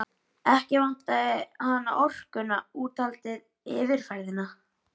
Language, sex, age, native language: Icelandic, male, 11, Icelandic